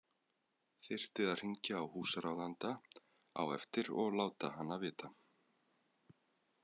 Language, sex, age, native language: Icelandic, male, 20-29, Icelandic